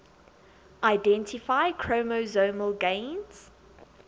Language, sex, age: English, female, 22